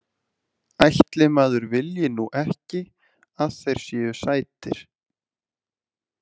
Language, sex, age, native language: Icelandic, male, 20-29, Icelandic